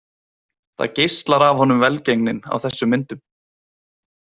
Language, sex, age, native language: Icelandic, male, 20-29, Icelandic